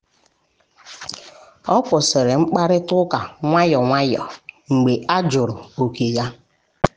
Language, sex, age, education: Igbo, female, 15-29, tertiary